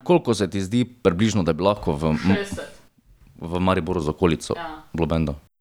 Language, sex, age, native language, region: Slovenian, male, 30-49, Slovenian, Drava region